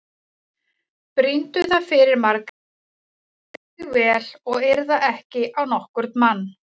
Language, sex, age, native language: Icelandic, female, 40-49, Icelandic